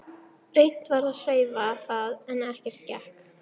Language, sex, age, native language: Icelandic, female, 13, Icelandic